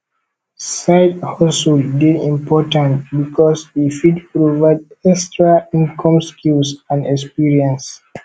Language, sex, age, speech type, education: Nigerian Pidgin, male, 15-29, spontaneous, tertiary